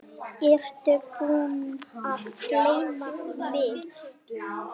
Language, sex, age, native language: Icelandic, male, 7, Icelandic